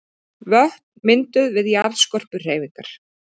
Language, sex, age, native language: Icelandic, female, 30-39, Icelandic